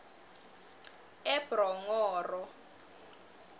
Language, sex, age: South Ndebele, female, 21